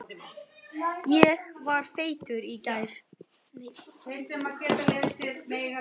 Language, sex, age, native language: Icelandic, male, 9, Icelandic